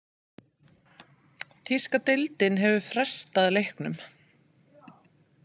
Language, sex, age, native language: Icelandic, female, 30-39, Icelandic